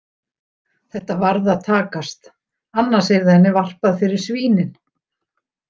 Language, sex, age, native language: Icelandic, female, 60-69, Icelandic